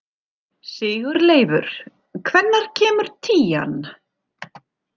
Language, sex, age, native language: Icelandic, female, 40-49, German